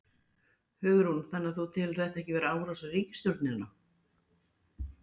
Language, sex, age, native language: Icelandic, female, 40-49, Icelandic